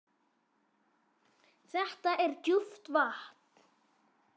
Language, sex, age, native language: Icelandic, female, 9, Icelandic